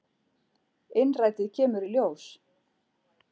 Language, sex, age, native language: Icelandic, female, 40-49, Icelandic